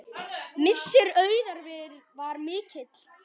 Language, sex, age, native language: Icelandic, male, 10, Icelandic